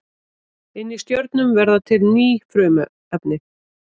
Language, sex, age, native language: Icelandic, female, 30-39, Icelandic